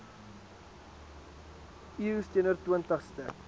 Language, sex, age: Afrikaans, male, 19